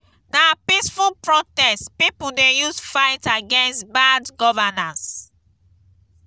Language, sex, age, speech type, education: Nigerian Pidgin, female, 15-29, spontaneous, tertiary